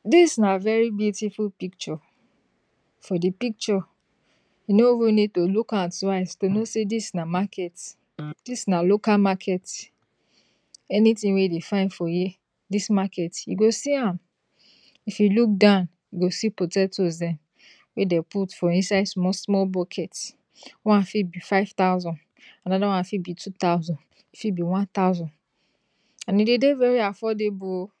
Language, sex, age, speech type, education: Nigerian Pidgin, female, 60+, spontaneous, tertiary